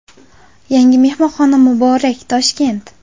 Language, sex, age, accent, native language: Uzbek, female, 18-24, Qashqadaryo, Uzbek